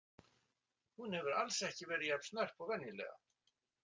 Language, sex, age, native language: Icelandic, male, 60-69, Icelandic